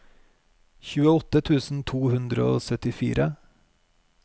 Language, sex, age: Norwegian, male, 41